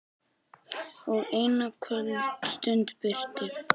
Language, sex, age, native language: Icelandic, female, 50-59, Icelandic